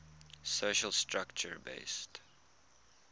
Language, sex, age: English, male, 21